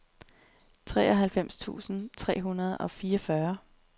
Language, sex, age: Danish, female, 30